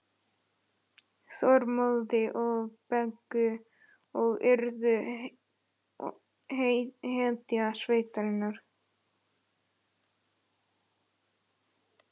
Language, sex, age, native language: Icelandic, male, 11, Icelandic